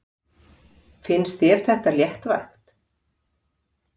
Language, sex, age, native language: Icelandic, female, 50-59, Icelandic